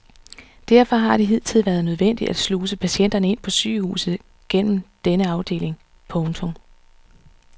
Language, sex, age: Danish, female, 39